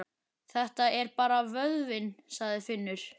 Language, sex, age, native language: Icelandic, male, 11, Icelandic